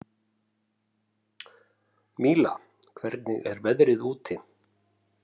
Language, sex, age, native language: Icelandic, male, 50-59, Icelandic